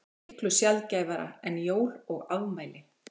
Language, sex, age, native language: Icelandic, female, 40-49, Icelandic